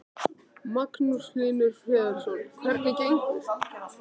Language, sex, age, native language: Icelandic, male, 13, Icelandic